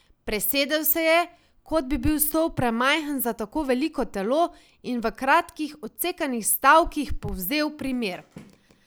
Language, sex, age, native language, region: Slovenian, female, 18-29, Slovenian, Savinja region